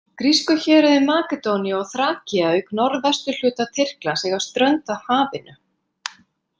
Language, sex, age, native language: Icelandic, female, 50-59, Icelandic